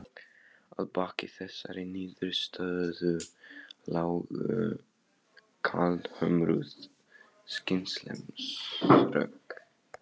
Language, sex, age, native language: Icelandic, male, 15, Polish